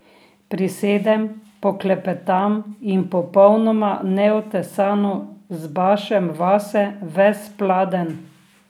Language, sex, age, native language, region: Slovenian, female, 60+, Slovenian, Drava region